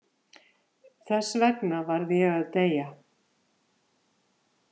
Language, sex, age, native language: Icelandic, female, 50-59, Icelandic